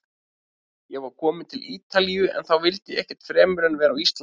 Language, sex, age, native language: Icelandic, male, 30-39, Icelandic